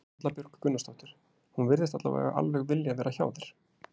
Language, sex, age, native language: Icelandic, male, 30-39, Icelandic